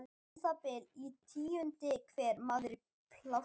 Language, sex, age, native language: Icelandic, female, 12, Icelandic